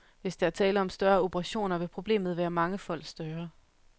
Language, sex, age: Danish, female, 31